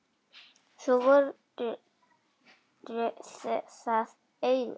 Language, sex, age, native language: Icelandic, female, 9, Icelandic